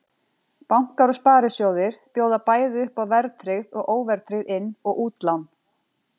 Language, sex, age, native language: Icelandic, female, 40-49, Icelandic